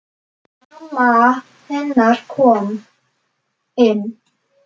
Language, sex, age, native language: Icelandic, male, 10, Icelandic